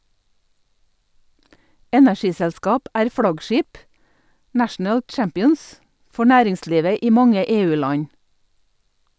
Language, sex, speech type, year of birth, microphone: Norwegian, female, read, 1962, Sennheiser